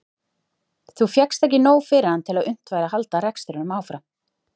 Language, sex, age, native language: Icelandic, female, 30-39, Icelandic